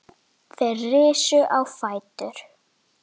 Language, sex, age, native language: Icelandic, female, 10, Icelandic